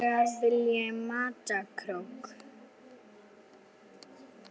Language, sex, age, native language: Icelandic, female, 9, Icelandic